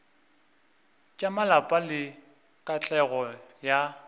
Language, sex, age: Northern Sotho, male, 24